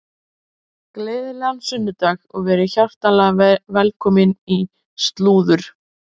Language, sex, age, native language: Icelandic, female, 30-39, Icelandic